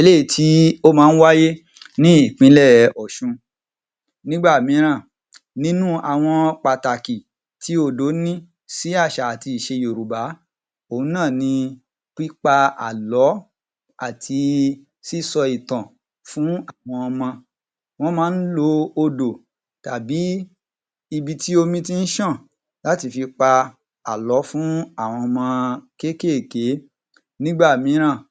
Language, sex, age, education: Yoruba, male, 30-45, tertiary